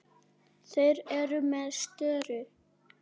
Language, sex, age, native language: Icelandic, male, 8, Icelandic